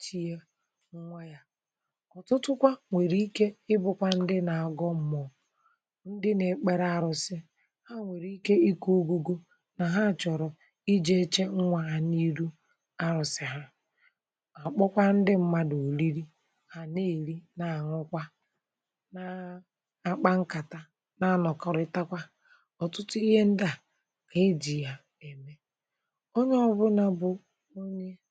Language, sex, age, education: Igbo, female, 46-60, tertiary